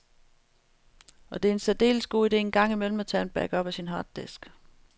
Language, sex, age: Danish, female, 35